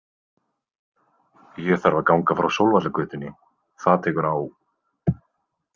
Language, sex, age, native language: Icelandic, male, 20-29, Icelandic